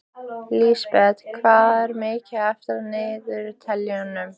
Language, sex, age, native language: Icelandic, female, 15, Icelandic